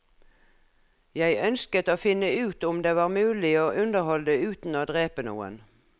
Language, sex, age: Norwegian, female, 57